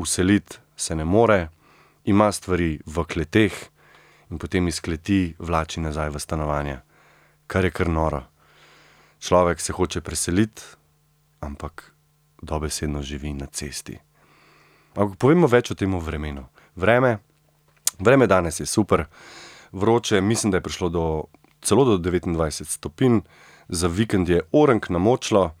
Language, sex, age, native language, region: Slovenian, male, 30-49, Slovenian, Central Slovenia